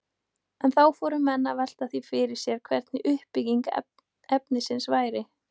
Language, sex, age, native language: Icelandic, female, 18-19, Icelandic